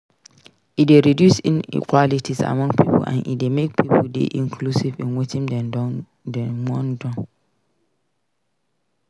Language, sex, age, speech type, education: Nigerian Pidgin, female, 46-60, read, secondary